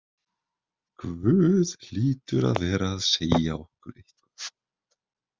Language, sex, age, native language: Icelandic, male, 20-29, Icelandic